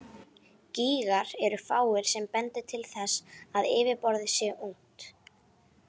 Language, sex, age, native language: Icelandic, female, 18-19, Icelandic